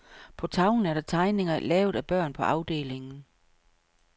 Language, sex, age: Danish, female, 55